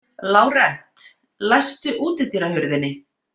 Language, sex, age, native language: Icelandic, female, 50-59, Icelandic